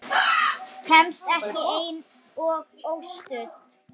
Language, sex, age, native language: Icelandic, female, 9, Icelandic